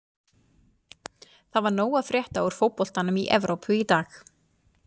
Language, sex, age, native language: Icelandic, female, 40-49, Icelandic